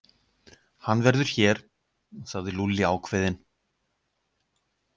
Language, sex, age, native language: Icelandic, male, 50-59, Icelandic